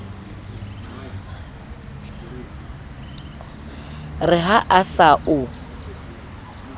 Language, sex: Southern Sotho, female